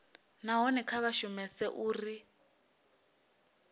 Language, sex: Venda, female